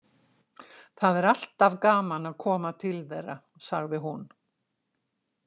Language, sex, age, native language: Icelandic, female, 60-69, Icelandic